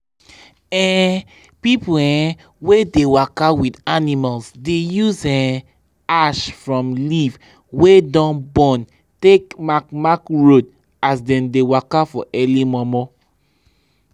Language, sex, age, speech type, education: Nigerian Pidgin, male, 15-29, spontaneous, tertiary